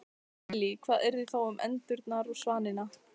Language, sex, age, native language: Icelandic, female, 14, Icelandic